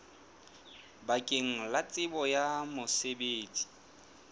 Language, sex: Southern Sotho, male